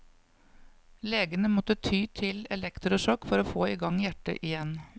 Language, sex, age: Norwegian, female, 55